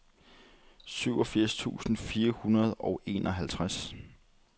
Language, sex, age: Danish, male, 30